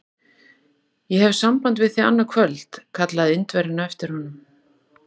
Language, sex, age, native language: Icelandic, female, 40-49, Icelandic